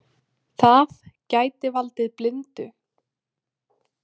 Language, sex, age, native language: Icelandic, female, 20-29, Icelandic